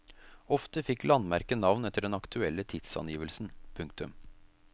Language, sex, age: Norwegian, male, 33